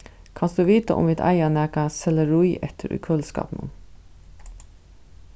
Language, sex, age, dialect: Faroese, female, 36-60, Suðuroy